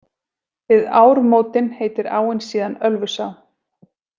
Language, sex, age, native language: Icelandic, female, 40-49, Icelandic